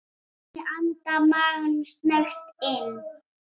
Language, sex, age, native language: Icelandic, female, 8, Icelandic